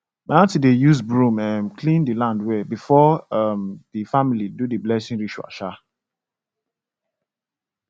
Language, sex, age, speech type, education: Nigerian Pidgin, male, 15-29, spontaneous, secondary